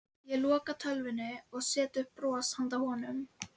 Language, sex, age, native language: Icelandic, female, 11, Icelandic